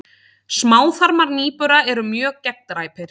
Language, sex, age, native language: Icelandic, female, 30-39, Icelandic